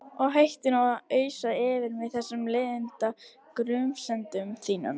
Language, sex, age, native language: Icelandic, female, 70-79, Icelandic